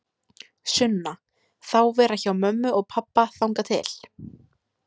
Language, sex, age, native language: Icelandic, female, 18-19, Icelandic